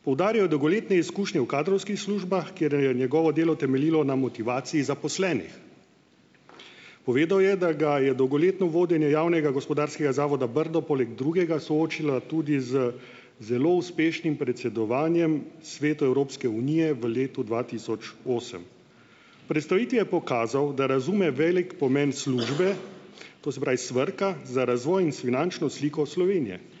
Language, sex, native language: Slovenian, male, Slovenian